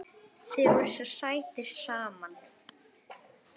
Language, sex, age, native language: Icelandic, female, 10, Icelandic